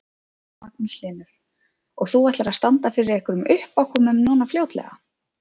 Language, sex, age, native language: Icelandic, female, 30-39, Icelandic